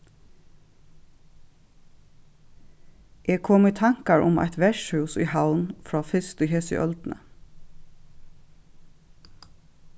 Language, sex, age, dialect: Faroese, female, 36-60, Suðurstreymoy